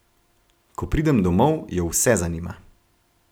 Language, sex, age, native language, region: Slovenian, male, 18-29, Slovenian, Gorenjska region